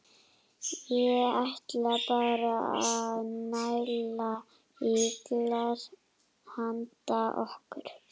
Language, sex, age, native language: Icelandic, female, 12, Icelandic